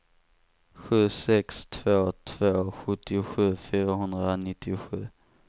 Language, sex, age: Swedish, male, 18